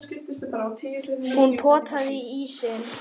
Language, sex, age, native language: Icelandic, male, 7, Icelandic